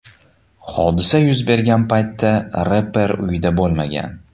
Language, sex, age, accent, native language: Uzbek, male, 18-24, Samarqand, Uzbek